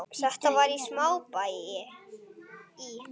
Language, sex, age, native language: Icelandic, male, 8, Icelandic